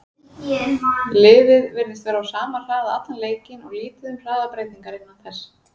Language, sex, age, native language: Icelandic, female, 40-49, Icelandic